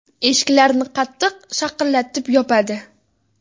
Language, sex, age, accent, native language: Uzbek, female, 18-24, Farg'ona, Uzbek